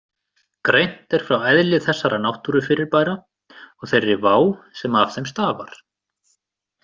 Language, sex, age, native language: Icelandic, male, 30-39, Icelandic